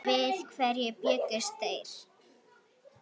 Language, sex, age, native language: Icelandic, female, 8, Icelandic